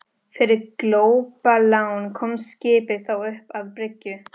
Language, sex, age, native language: Icelandic, female, 13, Spanish